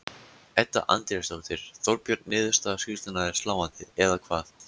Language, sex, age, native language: Icelandic, male, 14, Icelandic